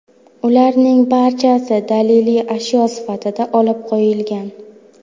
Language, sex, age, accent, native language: Uzbek, female, 19-29, Buxoro, Uzbek